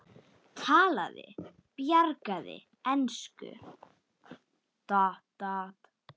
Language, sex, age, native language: Icelandic, female, 10, Icelandic